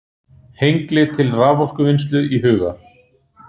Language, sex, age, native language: Icelandic, male, 40-49, Icelandic